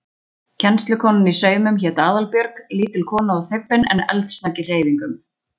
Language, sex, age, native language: Icelandic, female, 20-29, Icelandic